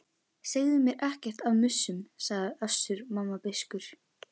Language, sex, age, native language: Icelandic, female, 11, Icelandic